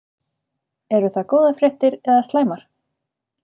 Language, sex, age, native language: Icelandic, female, 30-39, Icelandic